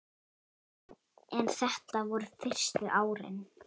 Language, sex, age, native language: Icelandic, female, 8, Icelandic